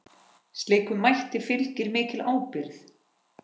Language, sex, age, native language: Icelandic, female, 10, Icelandic